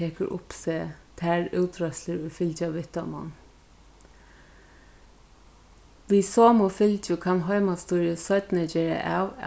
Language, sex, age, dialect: Faroese, female, 36-60, Norðurstreymoy/Eysturoy